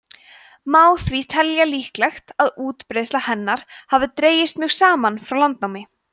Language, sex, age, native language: Icelandic, female, 20-29, Icelandic